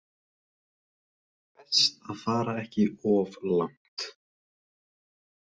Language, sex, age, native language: Icelandic, male, 20-29, Icelandic